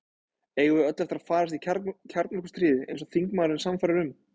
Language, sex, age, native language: Icelandic, male, 20-29, Icelandic